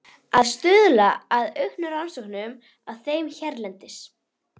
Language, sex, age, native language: Icelandic, female, 11, Icelandic